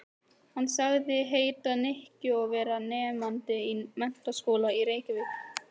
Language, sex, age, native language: Icelandic, female, 18-19, Icelandic